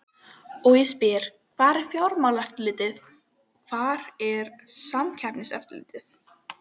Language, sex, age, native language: Icelandic, female, 12, Icelandic